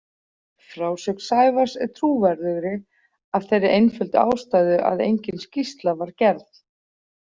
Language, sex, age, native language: Icelandic, female, 40-49, Icelandic